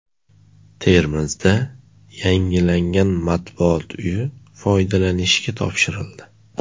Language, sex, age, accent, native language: Uzbek, male, 18-24, Namangan, Uzbek